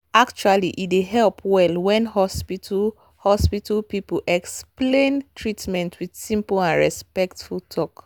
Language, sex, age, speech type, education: Nigerian Pidgin, female, 30-45, spontaneous, tertiary